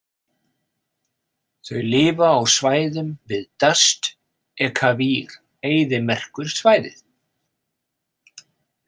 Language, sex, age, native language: Icelandic, male, 50-59, Icelandic